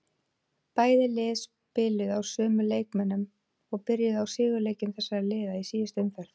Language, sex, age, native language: Icelandic, female, 20-29, Icelandic